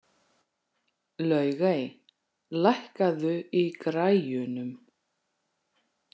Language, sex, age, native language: Icelandic, female, 40-49, Icelandic